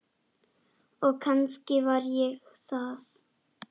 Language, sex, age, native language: Icelandic, female, 10, Icelandic